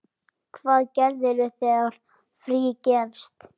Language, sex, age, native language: Icelandic, other, 10, Icelandic